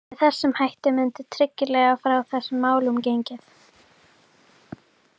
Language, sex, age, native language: Icelandic, female, 13, Icelandic